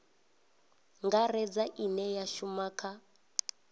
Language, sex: Venda, female